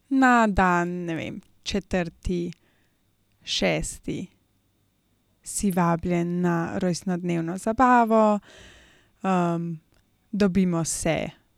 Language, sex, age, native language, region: Slovenian, female, 18-29, Slovenian, Gorenjska region